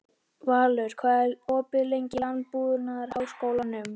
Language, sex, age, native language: Icelandic, male, 13, Icelandic